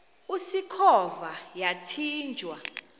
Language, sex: Xhosa, female